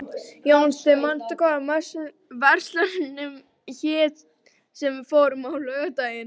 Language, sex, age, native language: Icelandic, female, 12, Icelandic